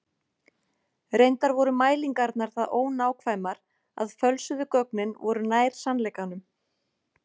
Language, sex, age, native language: Icelandic, female, 40-49, Icelandic